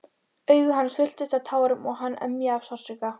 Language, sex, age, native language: Icelandic, female, 12, Icelandic